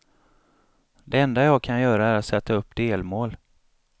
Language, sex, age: Swedish, male, 35